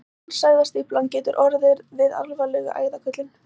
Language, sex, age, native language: Icelandic, female, 20-29, Icelandic